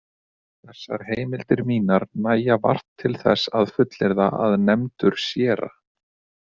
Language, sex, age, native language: Icelandic, male, 30-39, Icelandic